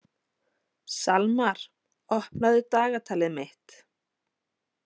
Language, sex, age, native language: Icelandic, female, 30-39, Icelandic